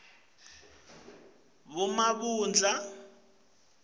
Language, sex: Swati, male